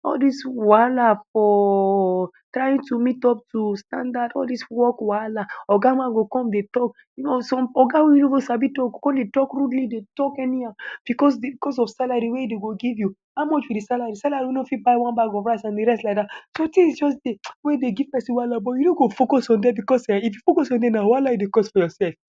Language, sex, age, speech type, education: Nigerian Pidgin, male, 15-29, spontaneous, tertiary